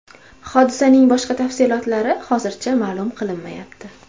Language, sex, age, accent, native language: Uzbek, female, 25-34, Toshkent viloyati, Uzbek